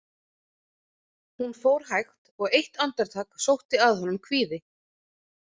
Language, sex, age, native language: Icelandic, female, 30-39, Icelandic